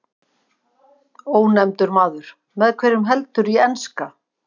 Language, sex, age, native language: Icelandic, female, 50-59, Icelandic